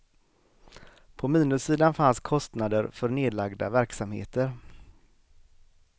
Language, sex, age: Swedish, male, 38